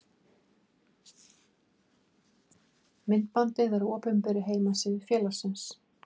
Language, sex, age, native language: Icelandic, female, 50-59, Icelandic